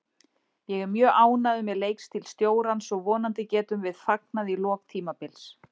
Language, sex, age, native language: Icelandic, female, 40-49, Icelandic